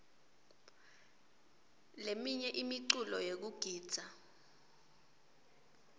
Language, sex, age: Swati, female, 26